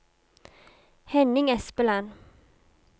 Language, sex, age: Norwegian, female, 32